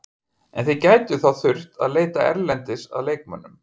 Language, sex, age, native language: Icelandic, male, 50-59, Icelandic